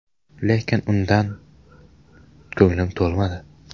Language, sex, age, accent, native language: Uzbek, male, 18-24, Samarqand, Uzbek